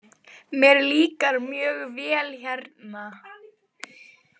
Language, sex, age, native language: Icelandic, other, 20-29, Icelandic